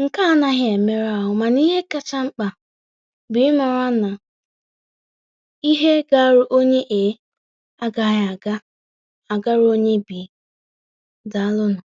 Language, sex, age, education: Igbo, female, 30-45, tertiary